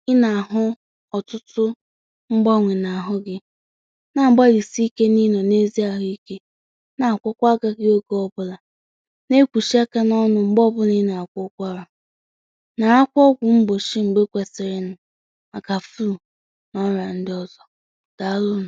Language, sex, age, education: Igbo, female, 30-45, tertiary